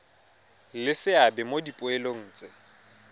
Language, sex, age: Tswana, male, 23